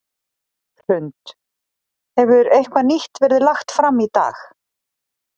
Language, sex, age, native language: Icelandic, female, 40-49, Icelandic